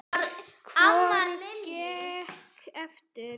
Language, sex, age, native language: Icelandic, female, 8, Icelandic